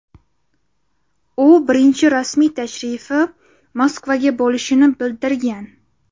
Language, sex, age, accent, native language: Uzbek, female, 18-24, Buxoro, Uzbek